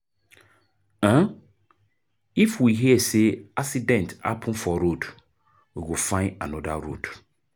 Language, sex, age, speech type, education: Nigerian Pidgin, male, 30-45, spontaneous, tertiary